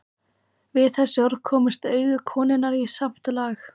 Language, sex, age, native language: Icelandic, female, 14, Icelandic